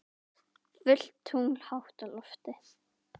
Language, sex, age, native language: Icelandic, female, 10, Icelandic